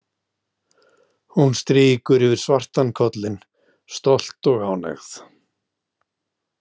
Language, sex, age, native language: Icelandic, male, 60-69, Icelandic